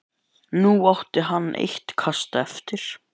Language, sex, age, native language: Icelandic, male, 11, Icelandic